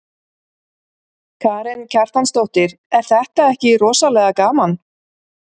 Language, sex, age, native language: Icelandic, female, 50-59, Icelandic